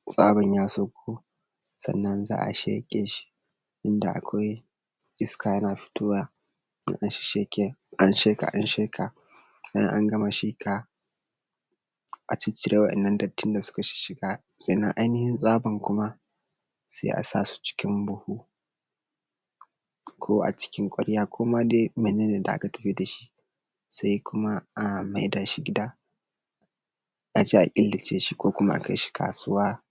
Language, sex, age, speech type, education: Hausa, male, 15-29, spontaneous, secondary